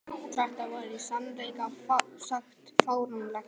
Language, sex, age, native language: Icelandic, male, 11, Icelandic